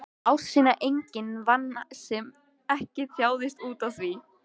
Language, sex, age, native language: Icelandic, male, 13, Icelandic